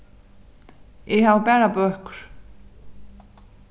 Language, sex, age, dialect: Faroese, female, 36-60, Suðurstreymoy